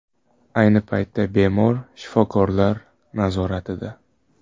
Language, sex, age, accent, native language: Uzbek, male, 18-24, Surxondaryo, Uzbek